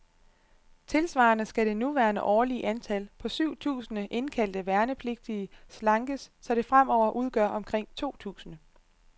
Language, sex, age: Danish, female, 25